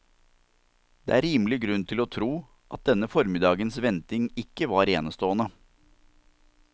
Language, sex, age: Norwegian, male, 47